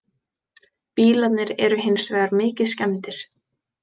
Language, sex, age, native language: Icelandic, female, 20-29, Icelandic